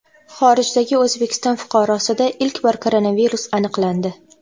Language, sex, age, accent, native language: Uzbek, female, 12-17, Toshkent viloyati, Uzbek